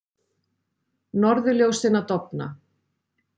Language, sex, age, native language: Icelandic, female, 40-49, Icelandic